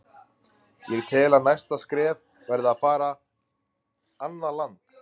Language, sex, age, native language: Icelandic, male, 30-39, Icelandic